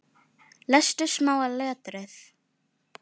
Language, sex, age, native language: Icelandic, female, 10, Filipino